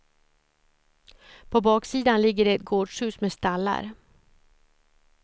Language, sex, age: Swedish, female, 54